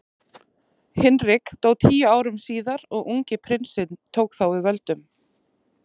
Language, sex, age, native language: Icelandic, female, 30-39, Icelandic